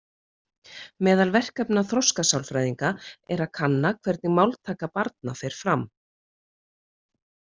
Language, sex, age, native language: Icelandic, female, 30-39, Icelandic